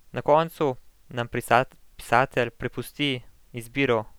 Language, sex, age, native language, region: Slovenian, male, 18-29, Slovenian, Central Slovenia